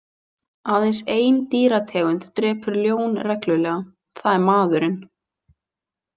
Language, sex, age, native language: Icelandic, female, 20-29, Icelandic